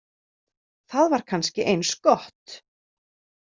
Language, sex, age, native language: Icelandic, female, 30-39, Icelandic